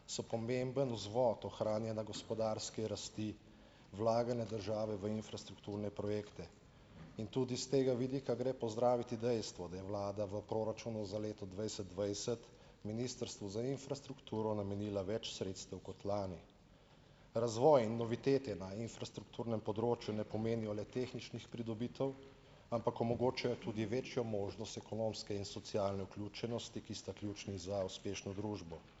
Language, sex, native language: Slovenian, male, Slovenian